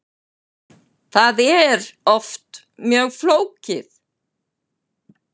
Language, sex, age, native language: Icelandic, female, 70-79, Icelandic